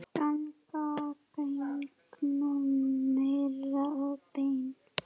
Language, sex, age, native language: Icelandic, female, 8, Icelandic